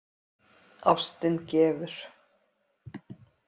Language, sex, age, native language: Icelandic, female, 50-59, Icelandic